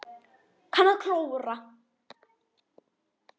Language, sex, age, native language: Icelandic, female, 10, Icelandic